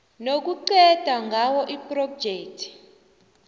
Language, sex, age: South Ndebele, female, 29